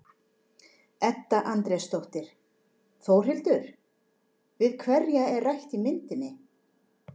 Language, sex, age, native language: Icelandic, female, 40-49, Icelandic